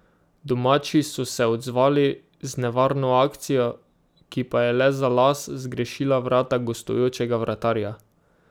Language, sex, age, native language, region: Slovenian, male, 18-29, Slovenian, Drava region